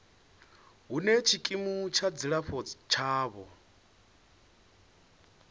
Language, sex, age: Venda, male, 28